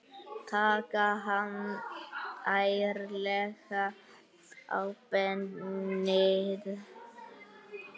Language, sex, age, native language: Icelandic, male, 8, Icelandic